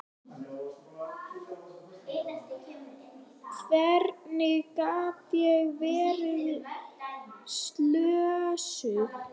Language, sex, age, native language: Icelandic, female, 9, Icelandic